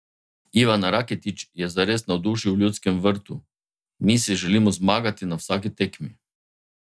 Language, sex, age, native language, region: Slovenian, male, 50-59, Slovenian, Drava region